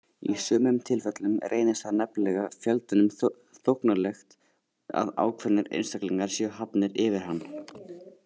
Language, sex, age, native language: Icelandic, male, 18-19, Icelandic